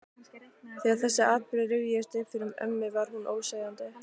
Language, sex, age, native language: Icelandic, female, 15, Icelandic